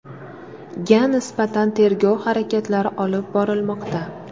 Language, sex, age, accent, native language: Uzbek, female, 18-24, Sirdaryo, Uzbek